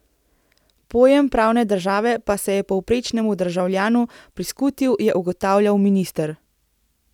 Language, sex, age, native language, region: Slovenian, female, 18-29, Slovenian, Central Slovenia